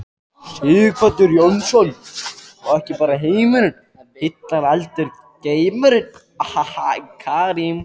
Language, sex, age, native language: Icelandic, male, 14, Icelandic